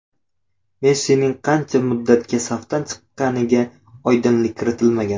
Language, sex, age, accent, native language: Uzbek, male, 18-24, Surxondaryo, Uzbek